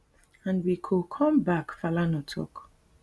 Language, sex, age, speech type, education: Nigerian Pidgin, female, 30-45, spontaneous, tertiary